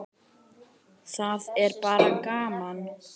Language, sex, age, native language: Icelandic, male, 10, Icelandic